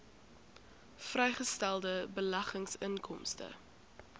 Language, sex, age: Afrikaans, female, 21